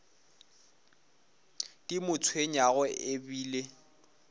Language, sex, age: Northern Sotho, male, 24